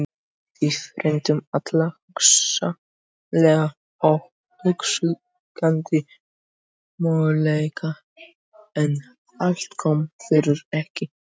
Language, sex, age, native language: Icelandic, male, 18-19, Icelandic